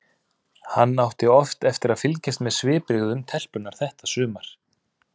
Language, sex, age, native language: Icelandic, male, 30-39, Icelandic